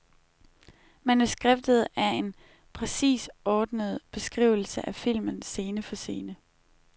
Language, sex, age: Danish, female, 21